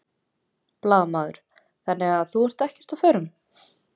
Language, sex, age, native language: Icelandic, female, 20-29, Icelandic